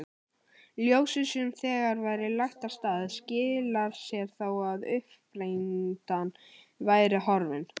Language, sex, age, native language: Icelandic, male, 18-19, Icelandic